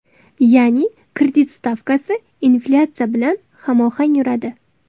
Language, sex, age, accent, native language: Uzbek, female, 18-24, Toshkent viloyati, Uzbek